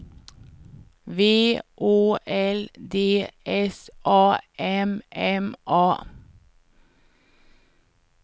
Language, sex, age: Swedish, female, 49